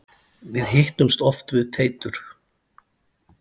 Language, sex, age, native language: Icelandic, male, 40-49, Icelandic